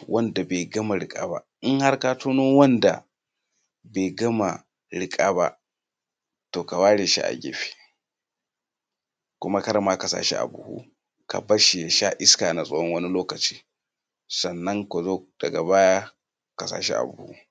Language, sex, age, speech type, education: Hausa, male, 30-45, spontaneous, tertiary